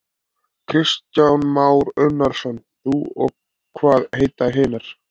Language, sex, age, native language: Icelandic, male, 20-29, Icelandic